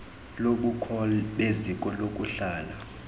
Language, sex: Xhosa, male